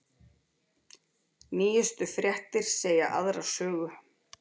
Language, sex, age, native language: Icelandic, female, 40-49, Icelandic